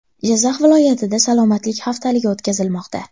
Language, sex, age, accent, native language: Uzbek, female, 18-24, Andijon, Uzbek